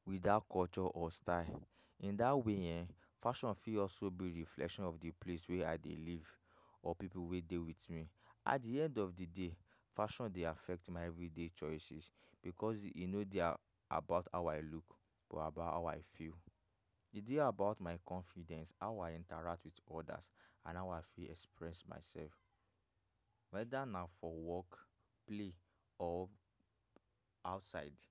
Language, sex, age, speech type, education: Nigerian Pidgin, male, 15-29, spontaneous, tertiary